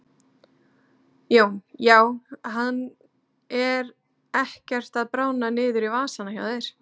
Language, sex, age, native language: Icelandic, female, 30-39, Icelandic